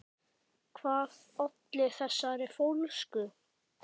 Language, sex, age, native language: Icelandic, male, 10, Icelandic